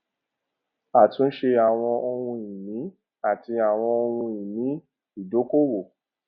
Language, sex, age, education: Yoruba, male, 30-45, tertiary